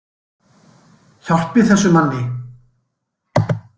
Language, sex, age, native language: Icelandic, male, 60-69, Icelandic